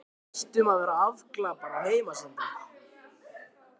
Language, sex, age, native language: Icelandic, male, 12, Icelandic